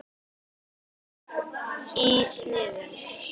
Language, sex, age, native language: Icelandic, female, 10, Icelandic